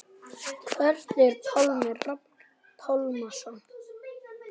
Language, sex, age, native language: Icelandic, male, 11, Icelandic